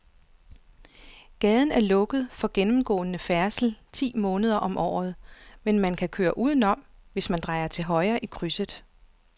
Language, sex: Danish, female